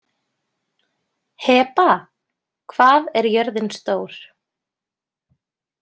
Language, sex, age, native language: Icelandic, female, 20-29, Icelandic